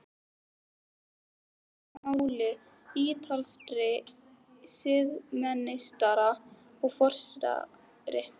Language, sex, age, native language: Icelandic, female, 13, Icelandic